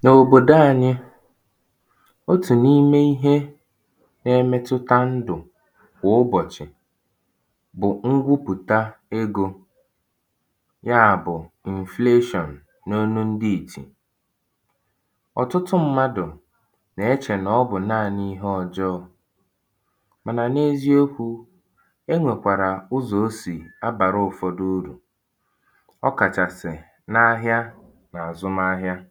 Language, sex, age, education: Igbo, male, 15-29, tertiary